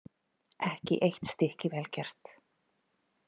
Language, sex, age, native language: Icelandic, female, 30-39, Icelandic